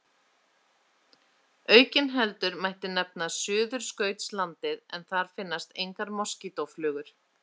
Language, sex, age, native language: Icelandic, female, 30-39, Icelandic